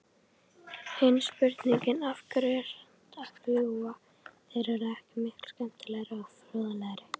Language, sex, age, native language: Icelandic, female, 30-39, Icelandic